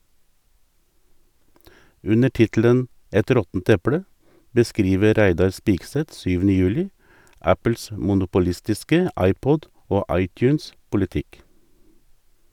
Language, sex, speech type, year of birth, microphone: Norwegian, male, read, 1958, Sennheiser